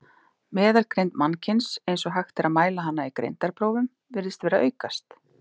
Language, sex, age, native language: Icelandic, female, 30-39, Icelandic